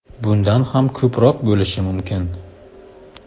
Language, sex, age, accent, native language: Uzbek, male, 18-24, Surxondaryo, Uzbek